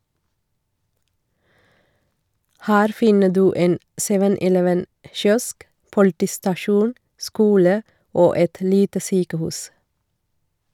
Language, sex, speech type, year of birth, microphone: Norwegian, female, read, 1969, Shure